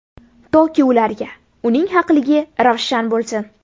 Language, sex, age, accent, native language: Uzbek, female, 18-24, Buxoro, Uzbek